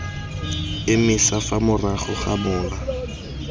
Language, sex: Tswana, male